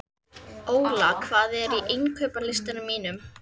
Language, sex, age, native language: Icelandic, female, 11, Icelandic